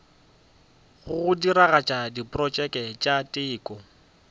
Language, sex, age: Northern Sotho, male, 25